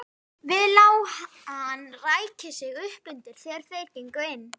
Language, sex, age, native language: Icelandic, female, 11, Icelandic